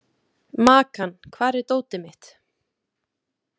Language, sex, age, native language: Icelandic, female, 30-39, Icelandic